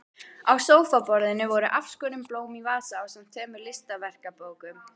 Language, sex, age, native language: Icelandic, female, 12, Icelandic